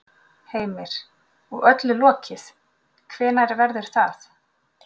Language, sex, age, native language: Icelandic, female, 40-49, Icelandic